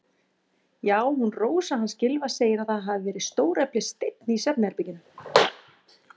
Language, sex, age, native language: Icelandic, female, 40-49, Icelandic